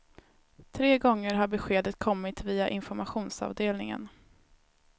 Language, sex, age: Swedish, female, 19